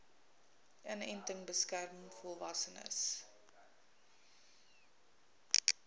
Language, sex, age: Afrikaans, female, 21